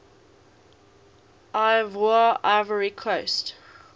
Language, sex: English, female